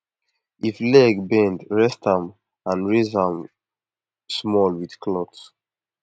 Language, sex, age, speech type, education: Nigerian Pidgin, male, 15-29, spontaneous, tertiary